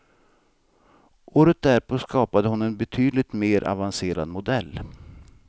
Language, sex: Swedish, male